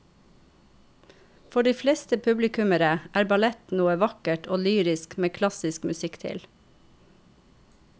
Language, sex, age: Norwegian, female, 45